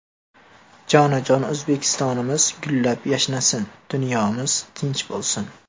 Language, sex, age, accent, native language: Uzbek, male, 18-24, Farg'ona, Uzbek